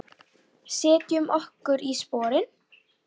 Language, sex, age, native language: Icelandic, female, 9, Icelandic